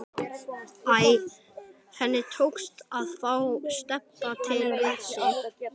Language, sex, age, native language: Icelandic, male, 12, Icelandic